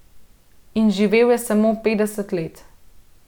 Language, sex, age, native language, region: Slovenian, female, 30-49, Slovenian, Central Slovenia